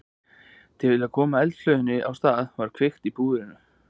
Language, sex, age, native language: Icelandic, male, 20-29, Icelandic